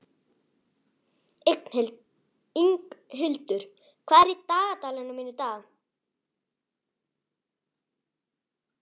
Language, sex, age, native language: Icelandic, female, 11, Icelandic